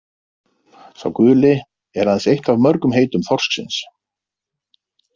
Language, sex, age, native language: Icelandic, male, 50-59, Icelandic